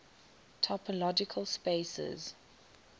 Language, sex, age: English, female, 21